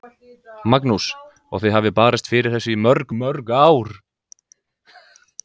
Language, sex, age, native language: Icelandic, male, 20-29, Icelandic